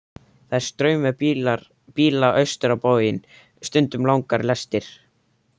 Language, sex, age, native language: Icelandic, male, 13, Icelandic